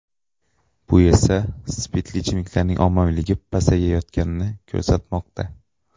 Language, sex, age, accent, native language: Uzbek, male, 25-34, Xorazm, Uzbek